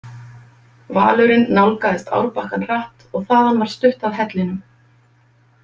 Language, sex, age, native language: Icelandic, female, 50-59, Icelandic